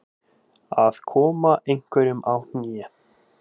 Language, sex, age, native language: Icelandic, male, 18-19, Icelandic